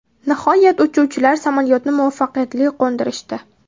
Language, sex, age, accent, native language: Uzbek, female, 19-29, Namangan, Uzbek